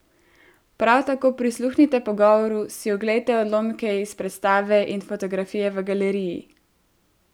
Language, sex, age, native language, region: Slovenian, female, 18-29, Slovenian, Central Slovenia